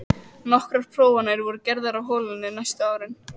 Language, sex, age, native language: Icelandic, female, 14, Icelandic